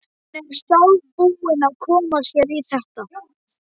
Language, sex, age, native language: Icelandic, male, 12, Icelandic